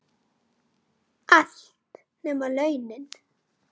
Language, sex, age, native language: Icelandic, male, 9, Icelandic